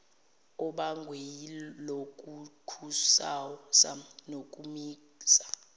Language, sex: Zulu, female